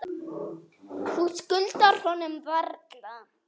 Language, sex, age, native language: Icelandic, male, 10, Icelandic